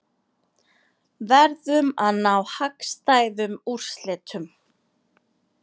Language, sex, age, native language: Icelandic, female, 30-39, Icelandic